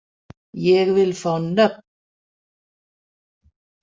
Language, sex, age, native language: Icelandic, female, 40-49, Danish